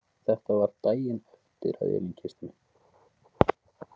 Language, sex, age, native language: Icelandic, male, 20-29, Icelandic